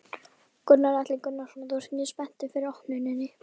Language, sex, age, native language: Icelandic, female, 11, Icelandic